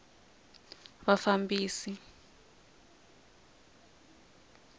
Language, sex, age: Tsonga, female, 20